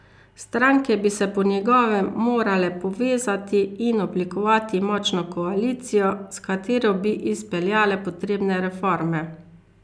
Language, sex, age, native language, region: Slovenian, female, 50-59, Slovenian, Carinthia region